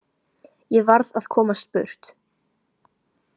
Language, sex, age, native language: Icelandic, female, 18-19, Chinese